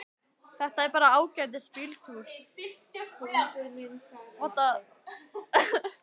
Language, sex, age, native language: Icelandic, female, 18-19, Icelandic